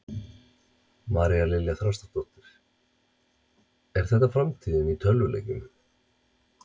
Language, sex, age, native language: Icelandic, male, 30-39, Icelandic